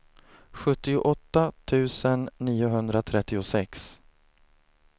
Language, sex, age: Swedish, male, 30